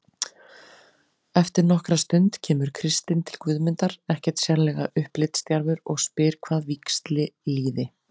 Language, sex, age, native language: Icelandic, female, 40-49, Icelandic